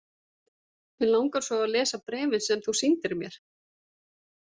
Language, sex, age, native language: Icelandic, female, 40-49, Icelandic